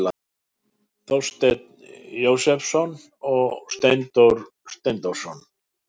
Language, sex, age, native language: Icelandic, male, 60-69, Icelandic